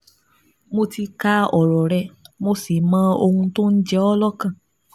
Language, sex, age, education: Yoruba, female, 15-29, tertiary